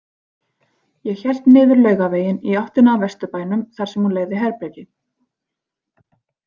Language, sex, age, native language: Icelandic, female, 40-49, Icelandic